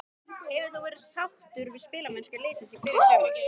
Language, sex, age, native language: Icelandic, male, 12, Icelandic